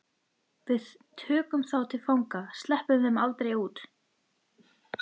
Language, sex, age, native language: Icelandic, female, 13, Icelandic